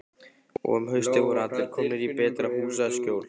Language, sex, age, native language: Icelandic, male, 15, Icelandic